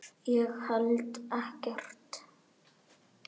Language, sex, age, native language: Icelandic, male, 10, Icelandic